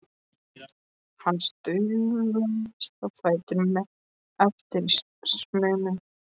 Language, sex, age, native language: Icelandic, male, 13, Icelandic